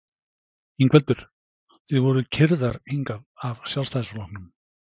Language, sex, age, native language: Icelandic, male, 60-69, Icelandic